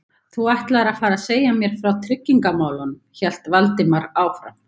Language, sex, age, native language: Icelandic, female, 50-59, Icelandic